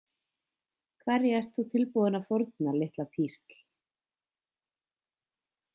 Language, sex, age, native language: Icelandic, female, 20-29, Icelandic